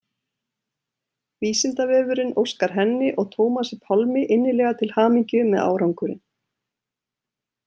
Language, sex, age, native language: Icelandic, female, 30-39, Icelandic